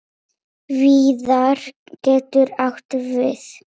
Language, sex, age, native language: Icelandic, female, 8, Polish